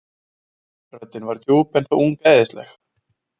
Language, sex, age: Icelandic, male, 20-29